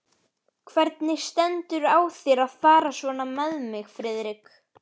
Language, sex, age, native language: Icelandic, female, 12, Icelandic